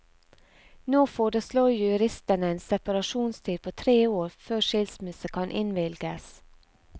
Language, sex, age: Norwegian, female, 34